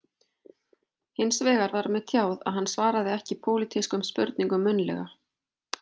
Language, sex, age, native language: Icelandic, female, 40-49, Icelandic